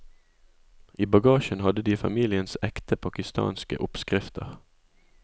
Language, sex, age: Norwegian, male, 20